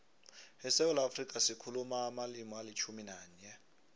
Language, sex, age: South Ndebele, male, 23